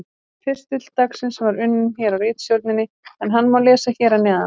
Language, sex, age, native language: Icelandic, female, 30-39, Icelandic